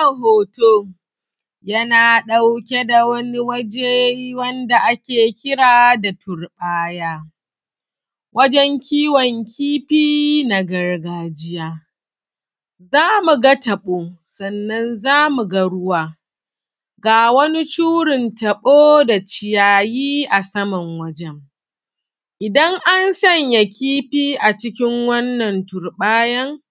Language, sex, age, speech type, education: Hausa, female, 30-45, spontaneous, secondary